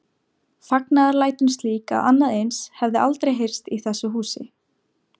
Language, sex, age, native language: Icelandic, female, 17, Icelandic